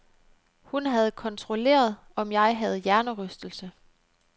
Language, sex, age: Danish, female, 29